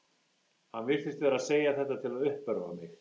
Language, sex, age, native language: Icelandic, male, 18-19, English